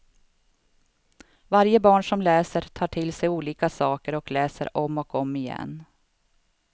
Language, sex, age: Swedish, female, 52